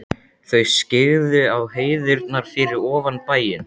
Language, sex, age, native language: Icelandic, male, 12, Icelandic